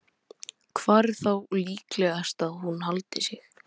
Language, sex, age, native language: Icelandic, male, 12, Icelandic